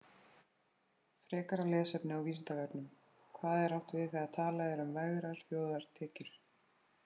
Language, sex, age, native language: Icelandic, female, 30-39, Icelandic